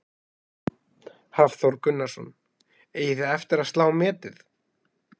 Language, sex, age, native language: Icelandic, male, 20-29, Icelandic